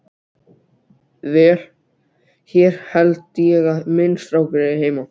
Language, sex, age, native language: Icelandic, other, 12, Icelandic